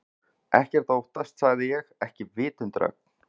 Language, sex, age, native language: Icelandic, male, 40-49, Icelandic